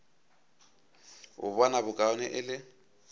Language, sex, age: Northern Sotho, male, 22